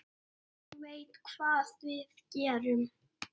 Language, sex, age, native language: Icelandic, male, 6, Icelandic